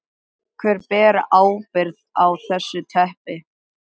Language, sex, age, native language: Icelandic, male, 13, Icelandic